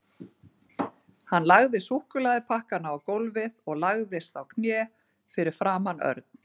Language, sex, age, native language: Icelandic, female, 40-49, Icelandic